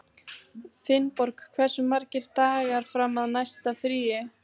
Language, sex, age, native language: Icelandic, female, 15, Icelandic